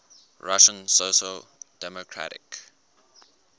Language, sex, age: English, male, 19